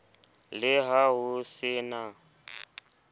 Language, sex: Southern Sotho, male